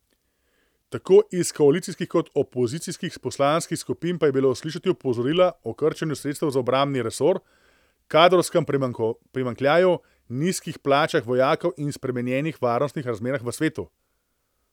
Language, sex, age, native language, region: Slovenian, male, 30-49, Slovenian, Central Slovenia